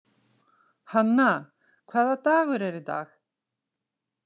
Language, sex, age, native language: Icelandic, female, 60-69, Icelandic